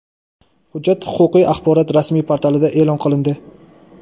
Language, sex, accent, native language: Uzbek, male, Toshkent viloyati, Uzbek